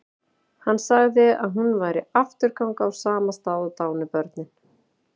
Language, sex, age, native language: Icelandic, female, 40-49, Icelandic